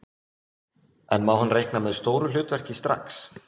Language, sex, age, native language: Icelandic, male, 20-29, Icelandic